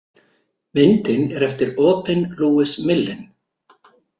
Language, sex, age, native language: Icelandic, male, 40-49, Icelandic